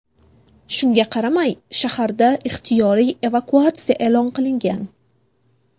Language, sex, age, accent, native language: Uzbek, female, 18-24, Buxoro, Uzbek